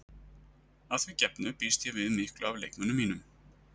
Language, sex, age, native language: Icelandic, male, 30-39, Icelandic